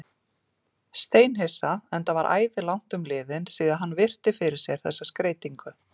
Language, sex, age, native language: Icelandic, female, 40-49, Icelandic